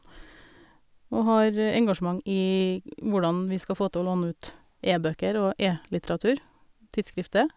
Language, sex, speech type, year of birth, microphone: Norwegian, female, spontaneous, 1972, Sennheiser